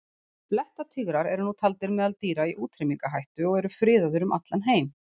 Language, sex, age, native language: Icelandic, female, 40-49, Icelandic